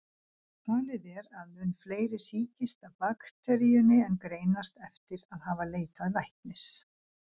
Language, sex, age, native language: Icelandic, female, 60-69, Icelandic